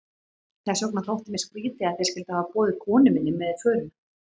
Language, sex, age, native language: Icelandic, female, 40-49, Icelandic